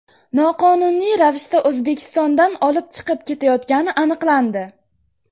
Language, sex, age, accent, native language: Uzbek, female, 12-17, Jizzax, Uzbek